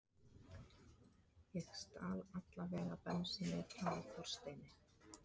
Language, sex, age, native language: Icelandic, female, 30-39, Icelandic